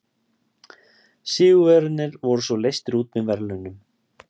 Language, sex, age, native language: Icelandic, male, 30-39, Icelandic